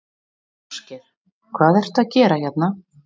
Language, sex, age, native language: Icelandic, female, 60-69, Icelandic